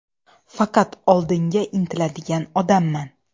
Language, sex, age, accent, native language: Uzbek, female, 18-24, Xorazm, Uzbek